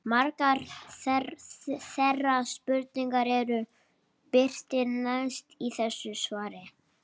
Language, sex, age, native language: Icelandic, female, 30-39, Icelandic